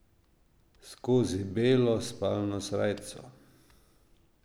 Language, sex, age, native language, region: Slovenian, male, 50-59, Slovenian, Drava region